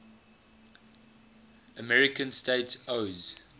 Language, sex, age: English, male, 20